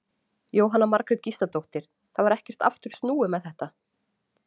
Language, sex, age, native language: Icelandic, female, 40-49, Icelandic